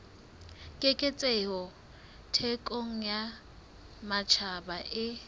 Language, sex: Southern Sotho, female